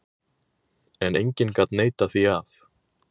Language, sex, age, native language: Icelandic, male, 20-29, Icelandic